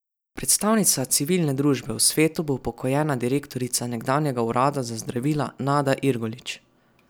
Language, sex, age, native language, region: Slovenian, male, 12-17, Slovenian, Savinja region